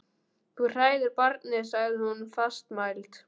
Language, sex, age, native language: Icelandic, male, 12, Icelandic